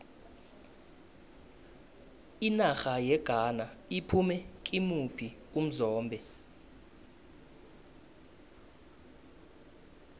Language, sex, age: South Ndebele, male, 19